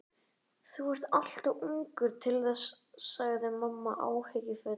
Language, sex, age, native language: Icelandic, male, 11, Icelandic